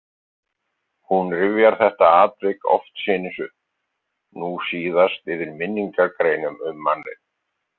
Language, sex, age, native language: Icelandic, male, 50-59, Icelandic